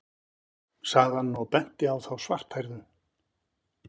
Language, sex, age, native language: Icelandic, male, 50-59, Icelandic